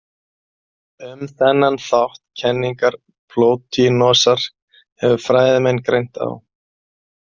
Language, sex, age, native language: Icelandic, male, 40-49, Icelandic